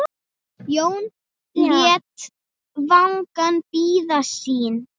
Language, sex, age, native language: Icelandic, female, 7, Icelandic